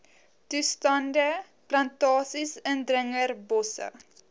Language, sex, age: Afrikaans, female, 20